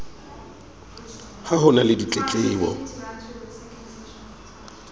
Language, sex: Southern Sotho, male